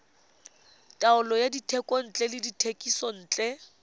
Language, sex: Tswana, female